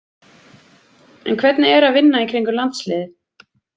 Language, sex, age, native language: Icelandic, female, 30-39, Icelandic